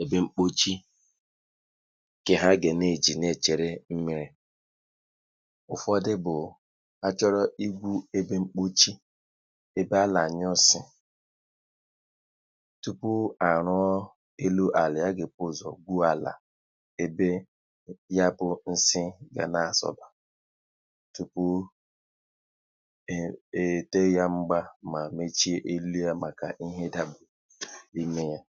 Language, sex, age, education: Igbo, male, 30-45, tertiary